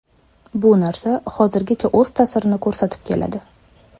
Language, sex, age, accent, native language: Uzbek, female, 25-34, Surxondaryo, Uzbek